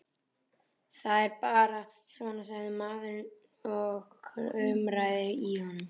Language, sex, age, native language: Icelandic, male, 11, Icelandic